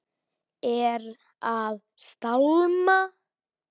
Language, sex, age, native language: Icelandic, male, 10, Icelandic